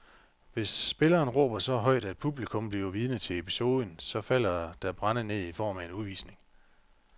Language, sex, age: Danish, male, 45